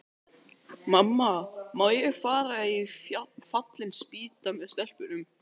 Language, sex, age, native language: Icelandic, male, 13, Icelandic